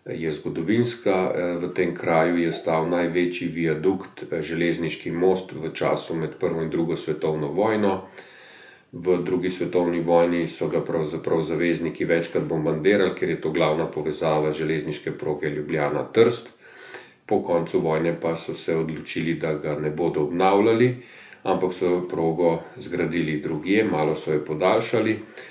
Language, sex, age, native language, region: Slovenian, male, 50-59, Slovenian, Central Slovenia